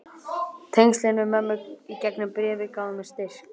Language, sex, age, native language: Icelandic, male, 11, Icelandic